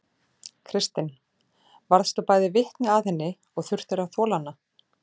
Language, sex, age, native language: Icelandic, female, 40-49, Icelandic